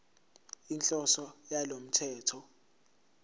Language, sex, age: Zulu, male, 17